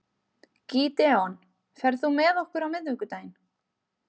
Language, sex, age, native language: Icelandic, female, 30-39, Icelandic